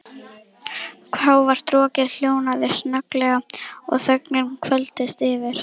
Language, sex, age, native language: Icelandic, female, 11, Icelandic